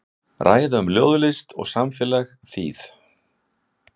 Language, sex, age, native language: Icelandic, male, 60-69, Icelandic